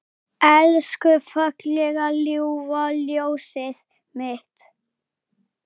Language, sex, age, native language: Icelandic, male, 8, Icelandic